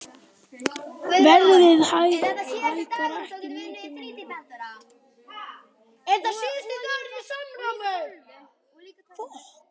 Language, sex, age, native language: Icelandic, other, 10, Icelandic